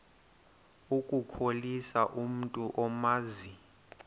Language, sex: Xhosa, male